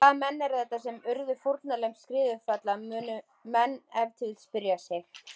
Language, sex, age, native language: Icelandic, female, 20-29, Icelandic